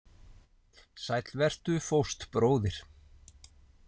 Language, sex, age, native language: Icelandic, male, 40-49, Icelandic